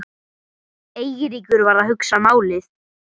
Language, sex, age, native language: Icelandic, male, 9, Icelandic